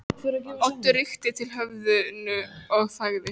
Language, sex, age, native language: Icelandic, female, 14, Icelandic